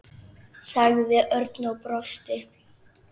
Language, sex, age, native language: Icelandic, male, 9, Icelandic